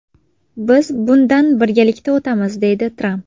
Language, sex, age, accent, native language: Uzbek, female, 18-24, Farg'ona, Uzbek